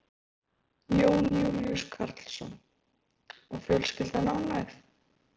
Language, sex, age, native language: Icelandic, female, 20-29, Icelandic